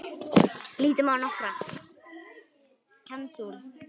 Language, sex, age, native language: Icelandic, female, 9, Icelandic